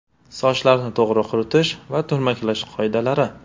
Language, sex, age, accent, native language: Uzbek, male, 18-24, Toshkent shahri, Uzbek